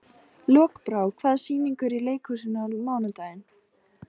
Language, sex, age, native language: Icelandic, female, 18-19, Icelandic